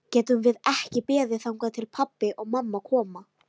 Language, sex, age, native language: Icelandic, female, 13, Icelandic